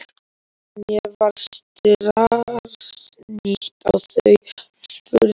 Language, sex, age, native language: Icelandic, male, 12, Icelandic